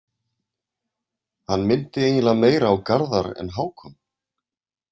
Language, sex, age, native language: Icelandic, male, 30-39, Icelandic